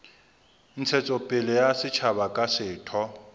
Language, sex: Southern Sotho, male